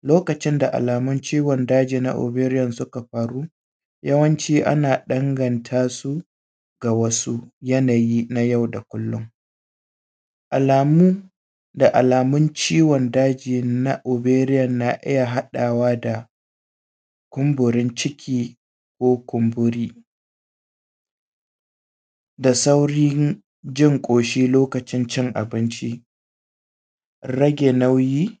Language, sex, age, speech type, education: Hausa, male, 30-45, spontaneous, primary